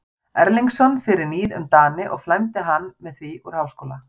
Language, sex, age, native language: Icelandic, female, 40-49, Icelandic